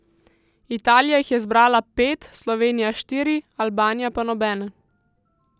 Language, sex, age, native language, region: Slovenian, female, 18-29, Slovenian, Central Slovenia